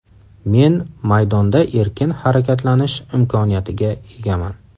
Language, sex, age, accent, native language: Uzbek, male, 35+, Qashqadaryo, Uzbek